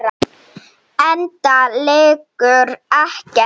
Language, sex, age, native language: Icelandic, female, 7, Icelandic